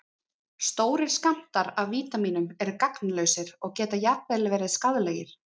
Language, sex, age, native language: Icelandic, female, 30-39, Icelandic